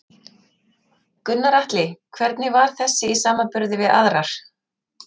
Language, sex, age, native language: Icelandic, female, 40-49, Icelandic